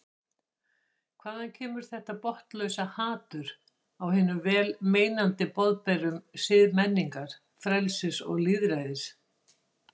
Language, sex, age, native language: Icelandic, female, 60-69, Icelandic